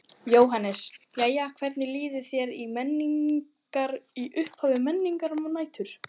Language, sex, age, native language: Icelandic, female, 14, Icelandic